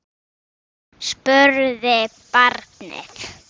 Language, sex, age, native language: Icelandic, female, 6, Icelandic